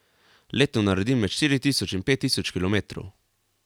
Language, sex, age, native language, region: Slovenian, male, 18-29, Slovenian, Carinthia region